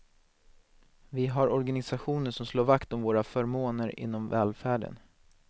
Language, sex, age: Swedish, male, 19